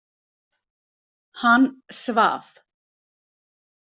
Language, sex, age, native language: Icelandic, female, 60-69, Icelandic